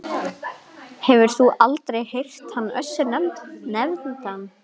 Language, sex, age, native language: Icelandic, female, 11, Icelandic